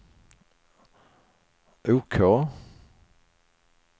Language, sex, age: Swedish, male, 61